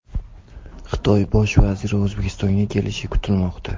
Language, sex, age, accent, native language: Uzbek, male, 18-24, Toshkent viloyati, Uzbek